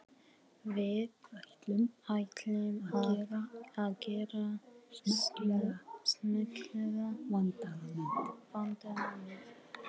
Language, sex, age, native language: Icelandic, male, 18-19, Arabic